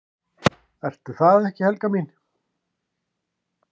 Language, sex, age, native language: Icelandic, male, 50-59, Icelandic